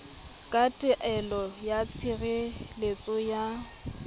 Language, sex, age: Southern Sotho, female, 25